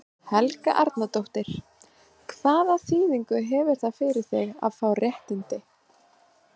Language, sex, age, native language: Icelandic, female, 20-29, Icelandic